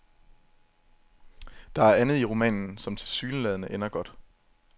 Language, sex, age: Danish, male, 27